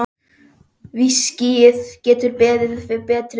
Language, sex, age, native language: Icelandic, male, 10, Icelandic